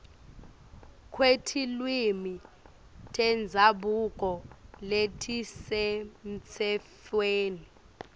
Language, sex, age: Swati, female, 18